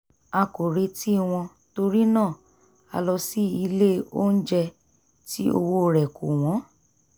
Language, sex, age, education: Yoruba, female, 30-45, tertiary